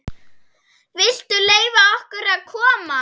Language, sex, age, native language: Icelandic, female, 8, Icelandic